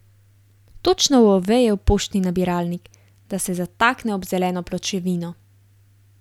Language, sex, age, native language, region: Slovenian, female, 18-29, Slovenian, Gorenjska region